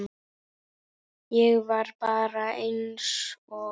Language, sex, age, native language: Icelandic, female, 9, Icelandic